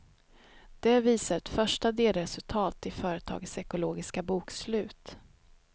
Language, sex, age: Swedish, female, 31